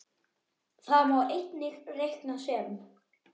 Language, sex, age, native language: Icelandic, male, 9, Icelandic